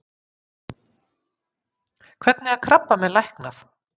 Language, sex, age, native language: Icelandic, female, 50-59, Icelandic